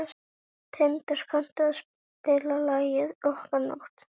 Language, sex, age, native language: Icelandic, female, 18-19, Icelandic